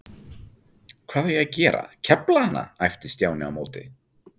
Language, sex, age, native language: Icelandic, male, 40-49, Icelandic